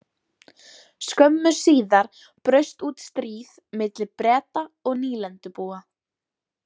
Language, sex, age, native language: Icelandic, female, 18-19, Icelandic